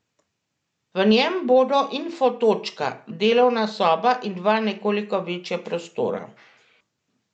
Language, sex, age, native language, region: Slovenian, female, 50-59, Slovenian, Central Slovenia